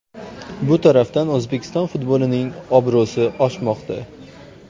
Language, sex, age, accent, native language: Uzbek, male, 25-34, Farg'ona, Uzbek